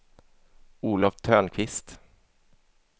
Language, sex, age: Swedish, male, 27